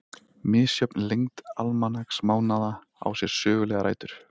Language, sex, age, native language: Icelandic, male, 30-39, Icelandic